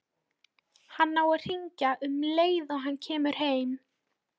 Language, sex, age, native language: Icelandic, female, 13, Polish